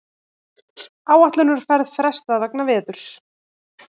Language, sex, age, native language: Icelandic, female, 18-19, Icelandic